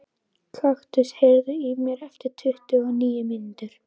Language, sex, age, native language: Icelandic, female, 11, Icelandic